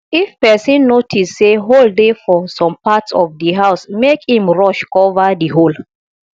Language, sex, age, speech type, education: Nigerian Pidgin, female, 30-45, spontaneous, tertiary